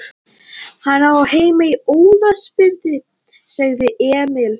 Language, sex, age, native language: Icelandic, male, 12, Latvian